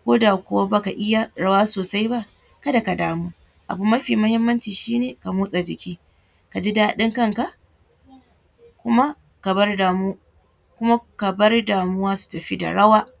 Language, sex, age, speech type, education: Hausa, female, 15-29, spontaneous, secondary